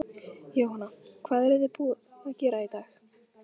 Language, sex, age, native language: Icelandic, female, 15, Icelandic